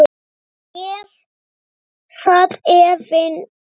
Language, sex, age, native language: Icelandic, male, 9, Icelandic